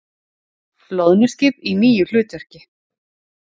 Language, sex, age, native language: Icelandic, female, 40-49, Icelandic